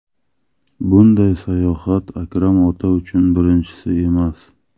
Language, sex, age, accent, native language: Uzbek, male, 35+, Qashqadaryo, Uzbek